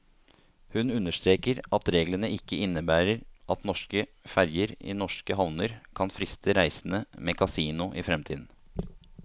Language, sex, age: Norwegian, male, 30